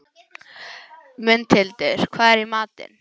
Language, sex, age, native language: Icelandic, male, 11, English